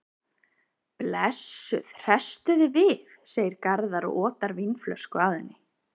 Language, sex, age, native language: Icelandic, female, 30-39, Icelandic